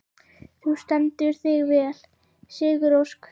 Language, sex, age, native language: Icelandic, female, 11, Icelandic